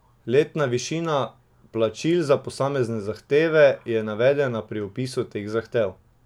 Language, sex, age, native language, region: Slovenian, male, 18-29, Slovenian, Drava region